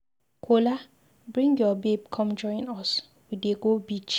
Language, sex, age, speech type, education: Nigerian Pidgin, female, 15-29, read, secondary